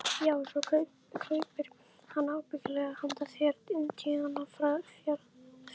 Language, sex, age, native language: Icelandic, female, 11, Icelandic